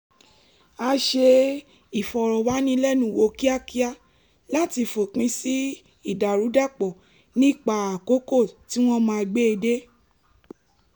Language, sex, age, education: Yoruba, female, 15-29, tertiary